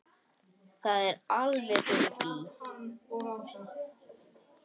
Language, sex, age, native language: Icelandic, male, 10, Icelandic